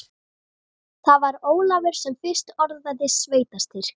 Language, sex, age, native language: Icelandic, female, 13, Icelandic